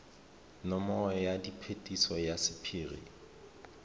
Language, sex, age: Tswana, male, 31